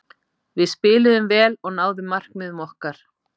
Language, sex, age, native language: Icelandic, female, 50-59, Icelandic